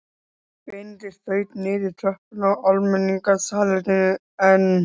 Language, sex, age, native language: Icelandic, male, 13, Icelandic